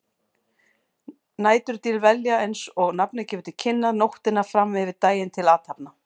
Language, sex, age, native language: Icelandic, female, 40-49, Icelandic